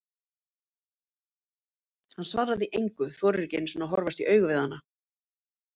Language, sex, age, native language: Icelandic, female, 50-59, Icelandic